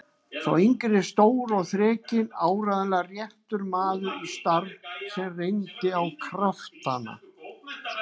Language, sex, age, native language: Icelandic, female, 60-69, Icelandic